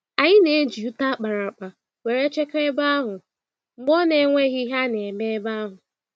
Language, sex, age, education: Igbo, female, 15-29, tertiary